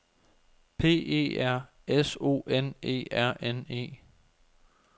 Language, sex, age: Danish, male, 24